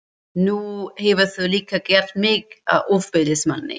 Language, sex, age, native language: Icelandic, female, 30-39, German